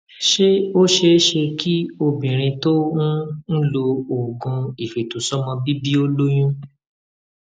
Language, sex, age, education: Yoruba, male, 30-45, tertiary